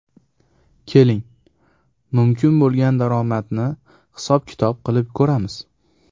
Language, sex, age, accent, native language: Uzbek, male, under 19, Farg'ona, Uzbek